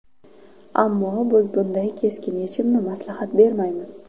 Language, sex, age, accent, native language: Uzbek, female, 12-17, Toshkent viloyati, Uzbek